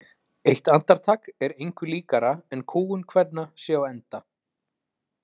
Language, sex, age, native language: Icelandic, male, 30-39, Icelandic